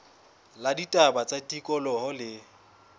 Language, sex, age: Southern Sotho, male, 20